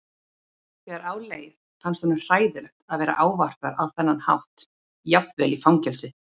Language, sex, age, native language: Icelandic, female, 30-39, Icelandic